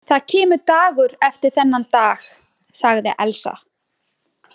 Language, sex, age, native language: Icelandic, female, 20-29, Icelandic